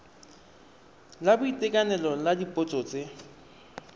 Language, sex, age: Tswana, male, 23